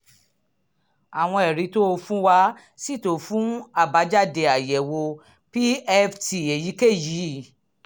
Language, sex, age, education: Yoruba, female, 46-60, tertiary